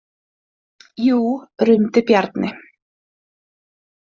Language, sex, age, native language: Icelandic, female, 20-29, Icelandic